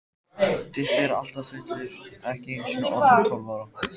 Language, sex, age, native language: Icelandic, male, 14, Icelandic